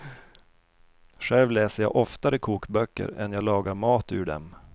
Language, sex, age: Swedish, male, 32